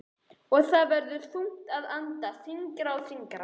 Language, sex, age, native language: Icelandic, male, 11, Icelandic